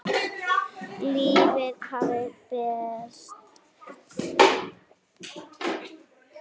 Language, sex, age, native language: Icelandic, female, 8, Icelandic